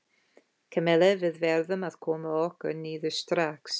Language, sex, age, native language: Icelandic, female, 50-59, English